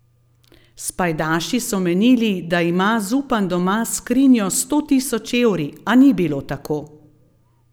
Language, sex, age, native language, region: Slovenian, female, 50-59, Slovenian, Gorenjska region